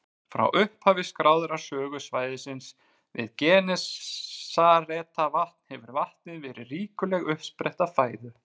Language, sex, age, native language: Icelandic, male, 40-49, Icelandic